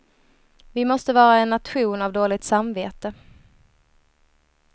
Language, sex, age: Swedish, female, 23